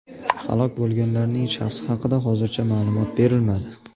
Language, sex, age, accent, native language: Uzbek, male, 18-24, Jizzax, Uzbek